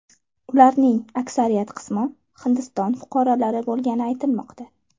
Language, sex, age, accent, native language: Uzbek, female, 18-24, Toshkent shahri, Uzbek